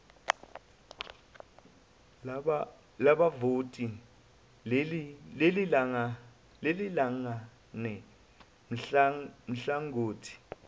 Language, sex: Zulu, male